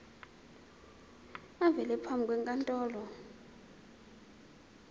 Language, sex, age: Zulu, female, 23